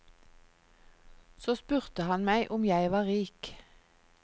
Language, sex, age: Norwegian, female, 46